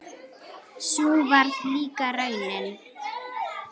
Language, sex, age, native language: Icelandic, female, 8, Icelandic